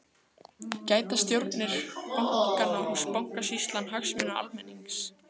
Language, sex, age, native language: Icelandic, female, 15, Icelandic